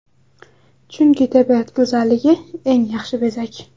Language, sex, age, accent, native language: Uzbek, female, 18-24, Navoiy, Uzbek